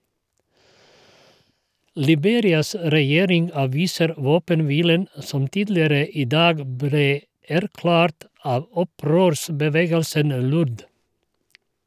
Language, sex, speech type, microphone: Norwegian, male, read, Shure